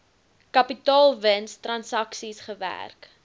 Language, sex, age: Afrikaans, female, 19